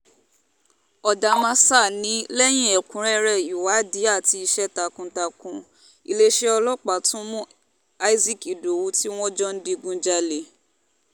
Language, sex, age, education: Yoruba, female, 15-29, tertiary